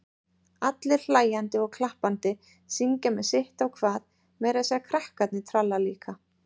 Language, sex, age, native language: Icelandic, female, 30-39, Icelandic